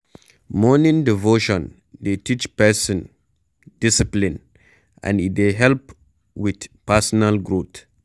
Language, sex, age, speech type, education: Nigerian Pidgin, male, 15-29, read, secondary